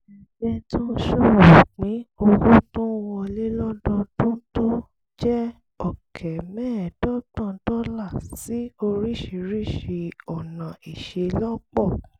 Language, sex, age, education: Yoruba, female, 30-45, tertiary